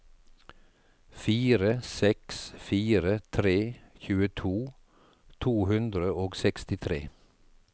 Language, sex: Norwegian, male